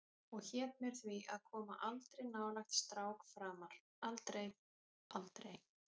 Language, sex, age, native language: Icelandic, female, 30-39, Icelandic